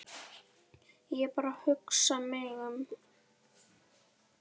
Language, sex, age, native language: Icelandic, female, 11, Icelandic